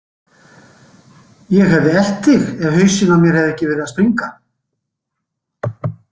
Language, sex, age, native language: Icelandic, male, 60-69, Icelandic